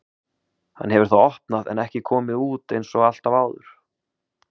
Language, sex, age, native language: Icelandic, male, 30-39, Icelandic